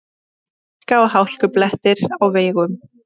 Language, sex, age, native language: Icelandic, female, 30-39, Icelandic